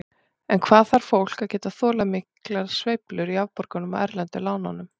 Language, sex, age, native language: Icelandic, female, 40-49, Icelandic